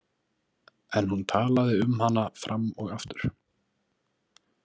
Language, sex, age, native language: Icelandic, male, 20-29, Icelandic